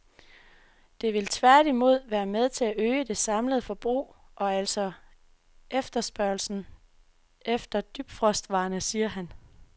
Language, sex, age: Danish, female, 24